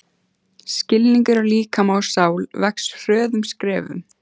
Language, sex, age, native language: Icelandic, female, 14, Icelandic